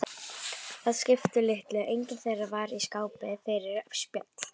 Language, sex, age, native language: Icelandic, female, 11, Icelandic